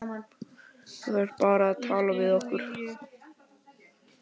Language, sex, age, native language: Icelandic, male, 12, Icelandic